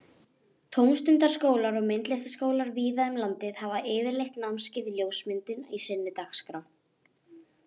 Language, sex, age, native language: Icelandic, female, 18-19, Icelandic